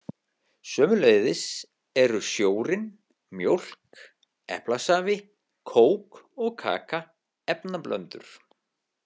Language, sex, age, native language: Icelandic, male, 50-59, Icelandic